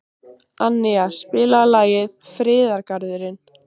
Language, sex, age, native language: Icelandic, female, 15, Icelandic